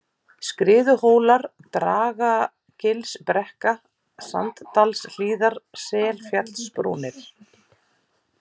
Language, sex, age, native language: Icelandic, female, 40-49, Icelandic